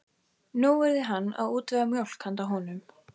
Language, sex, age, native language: Icelandic, female, 14, Icelandic